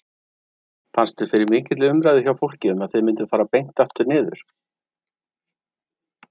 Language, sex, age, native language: Icelandic, male, 30-39, Icelandic